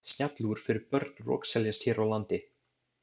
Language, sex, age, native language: Icelandic, male, 20-29, Icelandic